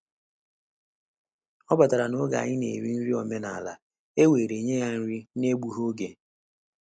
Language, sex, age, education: Igbo, male, 30-45, tertiary